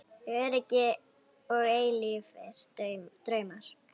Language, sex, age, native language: Icelandic, female, 9, Icelandic